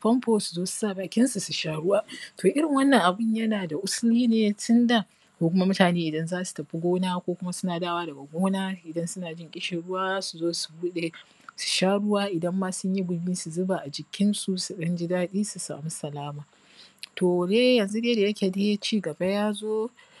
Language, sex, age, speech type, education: Hausa, female, 30-45, spontaneous, primary